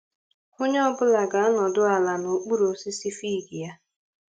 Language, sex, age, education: Igbo, female, 15-29, tertiary